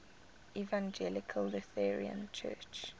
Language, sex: English, female